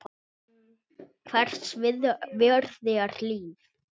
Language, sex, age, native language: Icelandic, male, 7, Icelandic